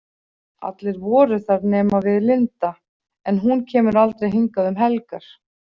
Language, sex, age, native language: Icelandic, female, 40-49, Icelandic